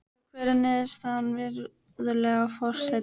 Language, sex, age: Icelandic, female, 12